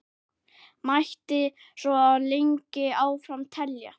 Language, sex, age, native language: Icelandic, male, 9, Icelandic